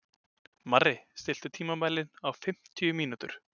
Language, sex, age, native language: Icelandic, male, 20-29, Icelandic